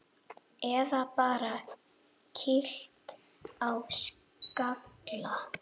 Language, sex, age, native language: Icelandic, female, 9, Icelandic